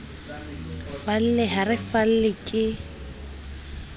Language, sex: Southern Sotho, female